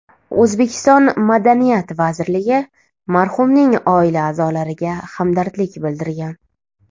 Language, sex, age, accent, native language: Uzbek, female, 18-24, Toshkent shahri, Uzbek